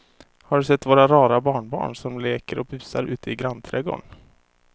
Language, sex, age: Swedish, male, 24